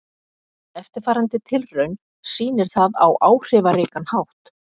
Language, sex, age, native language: Icelandic, female, 50-59, Icelandic